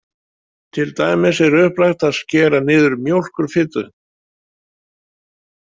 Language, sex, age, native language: Icelandic, male, 70-79, Icelandic